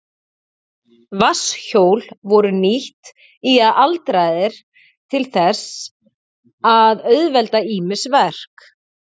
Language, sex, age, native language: Icelandic, female, 40-49, Icelandic